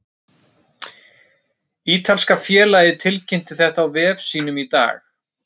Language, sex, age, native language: Icelandic, male, 30-39, Icelandic